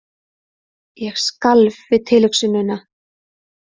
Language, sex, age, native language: Icelandic, female, 30-39, Icelandic